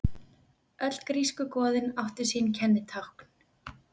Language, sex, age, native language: Icelandic, female, 20-29, Icelandic